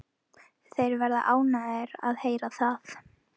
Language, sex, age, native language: Icelandic, female, 11, Icelandic